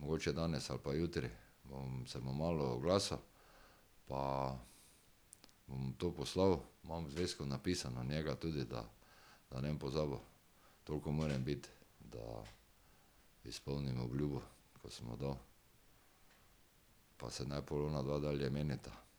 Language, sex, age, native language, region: Slovenian, male, 60+, Slovenian, Drava region